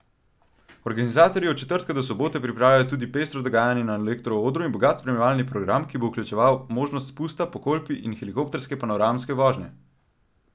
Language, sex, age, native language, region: Slovenian, male, 12-17, Slovenian, Central Slovenia